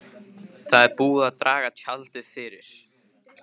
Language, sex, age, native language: Icelandic, male, 15, Icelandic